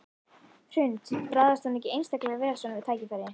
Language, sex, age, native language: Icelandic, female, 11, Icelandic